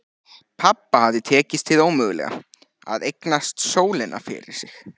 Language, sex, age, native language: Icelandic, male, 14, Icelandic